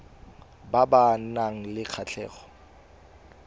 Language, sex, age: Tswana, male, 18